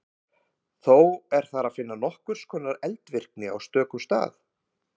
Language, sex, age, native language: Icelandic, male, 50-59, Icelandic